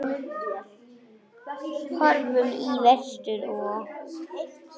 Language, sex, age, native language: Icelandic, female, 10, Icelandic